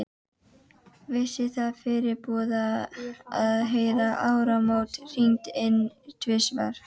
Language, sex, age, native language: Icelandic, female, 12, Icelandic